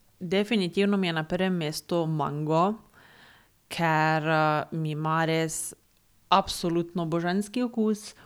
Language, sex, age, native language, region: Slovenian, female, 18-29, Slovenian, Drava region